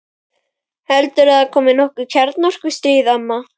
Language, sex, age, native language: Icelandic, male, 12, Icelandic